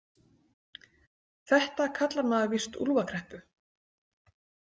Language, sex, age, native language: Icelandic, female, 40-49, Icelandic